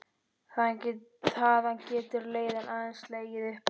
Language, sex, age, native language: Icelandic, male, 12, Icelandic